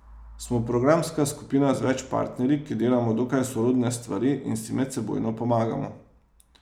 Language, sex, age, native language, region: Slovenian, male, 30-49, Slovenian, Savinja region